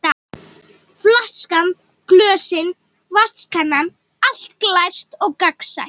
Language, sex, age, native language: Icelandic, female, 18-19, Icelandic